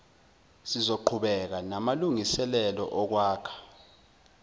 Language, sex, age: Zulu, male, 19